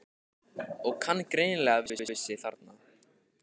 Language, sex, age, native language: Icelandic, male, 15, Icelandic